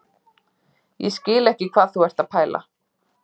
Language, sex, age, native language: Icelandic, female, 30-39, Icelandic